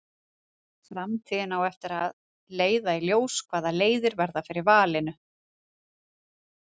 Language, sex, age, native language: Icelandic, female, 30-39, Icelandic